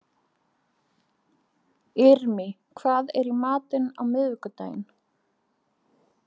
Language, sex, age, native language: Icelandic, female, 20-29, Icelandic